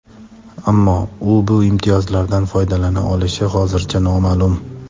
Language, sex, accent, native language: Uzbek, male, Toshkent shahri, Uzbek